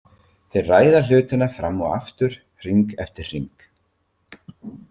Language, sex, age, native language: Icelandic, male, 50-59, Icelandic